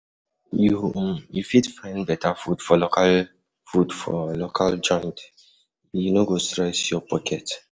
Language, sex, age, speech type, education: Nigerian Pidgin, male, 15-29, spontaneous, tertiary